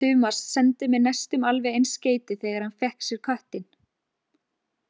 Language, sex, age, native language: Icelandic, female, 20-29, Icelandic